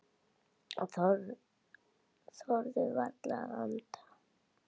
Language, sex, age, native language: Icelandic, female, 8, Icelandic